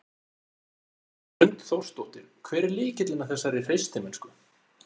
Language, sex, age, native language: Icelandic, male, 40-49, Icelandic